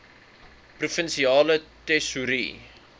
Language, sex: Afrikaans, male